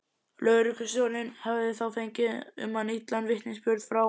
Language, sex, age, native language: Icelandic, male, 11, Icelandic